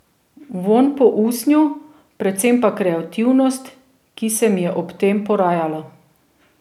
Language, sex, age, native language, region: Slovenian, female, 30-49, Slovenian, Drava region